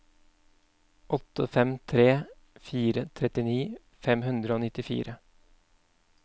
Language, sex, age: Norwegian, male, 31